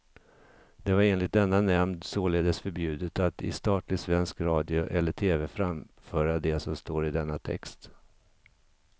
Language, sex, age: Swedish, male, 50